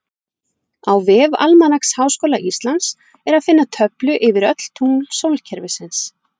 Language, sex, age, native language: Icelandic, female, 40-49, Icelandic